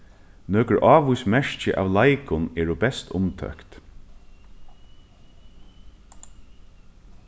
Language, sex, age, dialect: Faroese, male, 15-35, Norðuroyggjar